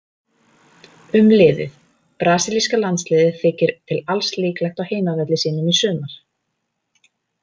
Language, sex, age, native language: Icelandic, female, 30-39, Icelandic